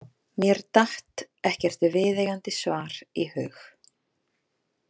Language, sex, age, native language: Icelandic, female, 30-39, Icelandic